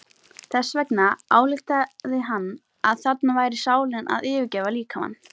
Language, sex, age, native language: Icelandic, female, 18-19, Icelandic